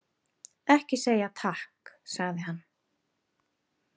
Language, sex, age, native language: Icelandic, female, 30-39, Icelandic